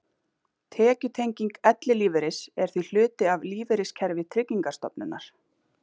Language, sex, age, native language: Icelandic, female, 30-39, Icelandic